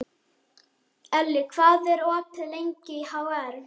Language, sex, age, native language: Icelandic, male, 11, Icelandic